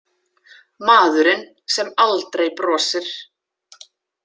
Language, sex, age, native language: Icelandic, female, 40-49, Icelandic